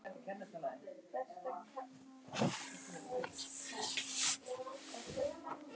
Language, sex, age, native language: Icelandic, other, 60-69, Icelandic